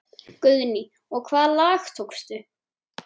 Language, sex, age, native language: Icelandic, male, 10, Icelandic